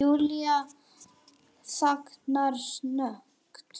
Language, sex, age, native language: Icelandic, male, 6, Icelandic